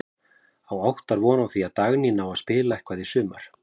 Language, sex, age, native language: Icelandic, male, 40-49, Icelandic